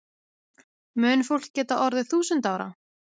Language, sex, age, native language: Icelandic, female, 20-29, Icelandic